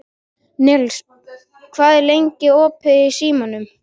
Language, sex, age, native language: Icelandic, male, 12, Icelandic